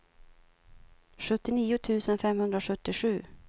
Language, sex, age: Swedish, female, 52